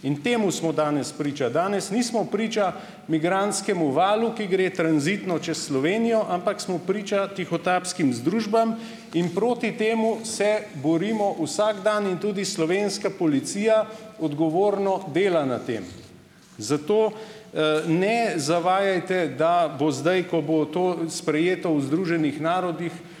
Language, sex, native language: Slovenian, male, Slovenian